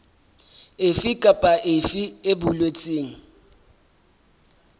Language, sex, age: Southern Sotho, male, 23